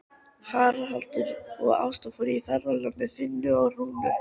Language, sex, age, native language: Icelandic, female, 13, Icelandic